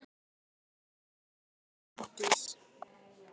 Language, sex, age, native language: Icelandic, male, 10, Icelandic